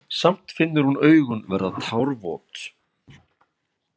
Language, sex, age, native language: Icelandic, male, 40-49, Icelandic